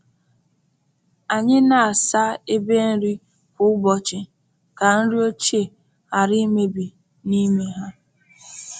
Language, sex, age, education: Igbo, female, 15-29, tertiary